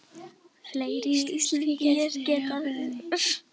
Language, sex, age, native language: Icelandic, female, 11, Icelandic